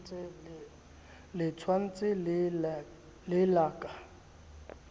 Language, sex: Southern Sotho, male